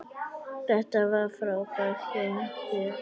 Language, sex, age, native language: Icelandic, female, 9, Icelandic